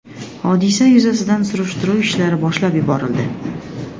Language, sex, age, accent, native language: Uzbek, female, 25-34, Xorazm, Uzbek